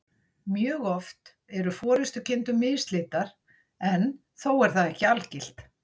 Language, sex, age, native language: Icelandic, female, 60-69, Icelandic